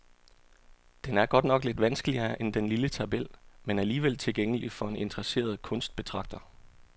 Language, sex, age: Danish, male, 34